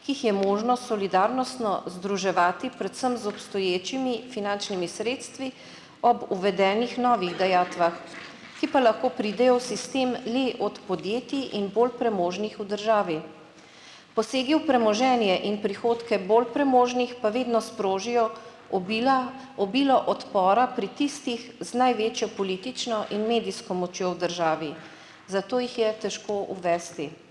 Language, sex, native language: Slovenian, female, Slovenian